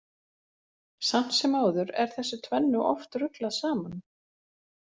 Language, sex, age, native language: Icelandic, female, 40-49, Icelandic